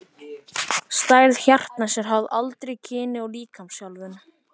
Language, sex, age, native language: Icelandic, male, 14, Icelandic